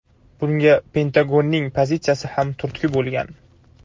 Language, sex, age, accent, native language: Uzbek, male, 25-34, Toshkent shahri, Uzbek